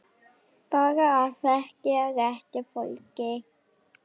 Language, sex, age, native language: Icelandic, female, 10, Icelandic